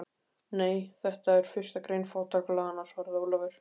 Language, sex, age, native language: Icelandic, male, 15, Icelandic